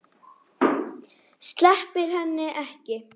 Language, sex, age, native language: Icelandic, female, 5, Icelandic